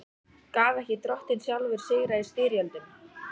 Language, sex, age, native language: Icelandic, female, 14, Icelandic